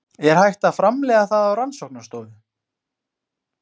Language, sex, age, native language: Icelandic, male, 20-29, Icelandic